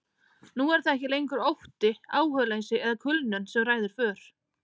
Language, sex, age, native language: Icelandic, female, 30-39, Icelandic